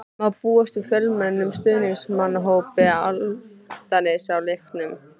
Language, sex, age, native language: Icelandic, female, 15, Icelandic